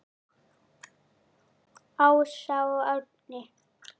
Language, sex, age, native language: Icelandic, female, 8, Icelandic